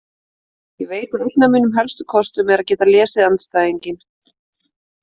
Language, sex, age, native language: Icelandic, female, 30-39, Icelandic